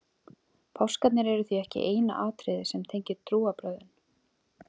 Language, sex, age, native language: Icelandic, female, 30-39, Icelandic